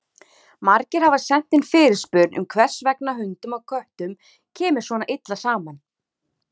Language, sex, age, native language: Icelandic, female, 30-39, Icelandic